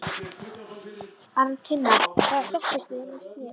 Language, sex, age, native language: Icelandic, female, 11, Icelandic